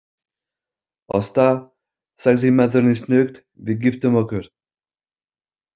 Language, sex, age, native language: Icelandic, male, 50-59, French